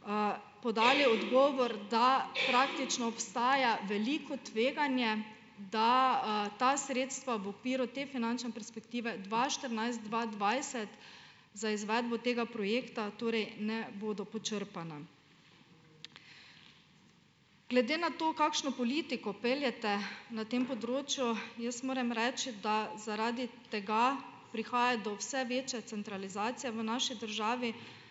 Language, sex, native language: Slovenian, female, Slovenian